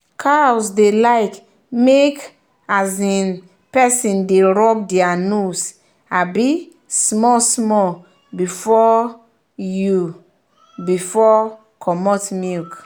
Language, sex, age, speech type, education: Nigerian Pidgin, male, 15-29, spontaneous, tertiary